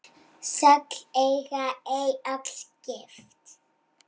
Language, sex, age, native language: Icelandic, male, 18-19, Icelandic